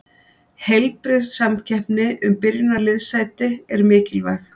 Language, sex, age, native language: Icelandic, female, 50-59, Icelandic